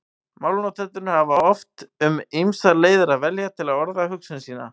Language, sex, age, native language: Icelandic, male, 18-19, Icelandic